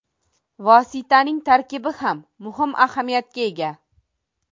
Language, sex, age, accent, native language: Uzbek, female, 25-34, Toshkent viloyati, Uzbek